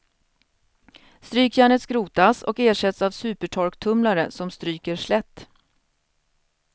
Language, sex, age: Swedish, female, 41